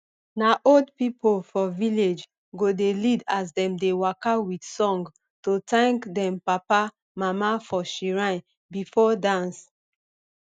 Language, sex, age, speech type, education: Nigerian Pidgin, female, 30-45, spontaneous, tertiary